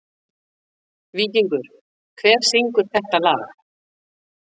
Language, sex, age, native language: Icelandic, female, 40-49, Icelandic